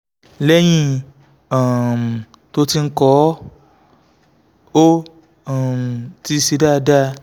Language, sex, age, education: Yoruba, male, 15-29, tertiary